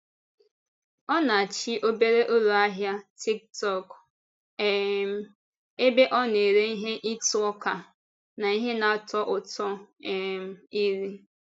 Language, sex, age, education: Igbo, female, 15-29, tertiary